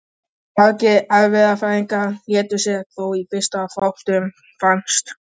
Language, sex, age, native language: Icelandic, male, 12, Icelandic